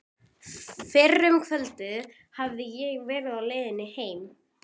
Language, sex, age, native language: Icelandic, female, 12, Icelandic